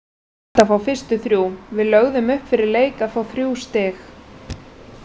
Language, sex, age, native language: Icelandic, female, 30-39, Icelandic